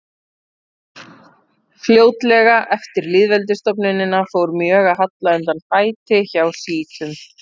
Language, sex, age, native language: Icelandic, female, 30-39, Icelandic